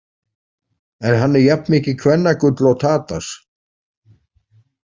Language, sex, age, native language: Icelandic, male, 40-49, Icelandic